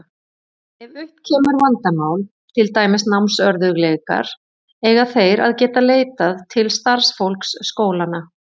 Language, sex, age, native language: Icelandic, female, 40-49, Icelandic